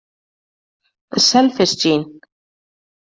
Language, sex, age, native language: Icelandic, female, 30-39, Icelandic